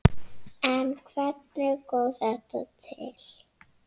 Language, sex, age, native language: Icelandic, female, 6, Icelandic